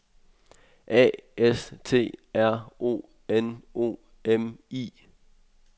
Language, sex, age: Danish, male, 23